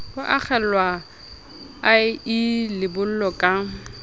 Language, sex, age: Southern Sotho, female, 30